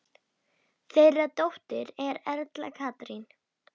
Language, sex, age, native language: Icelandic, female, 10, Icelandic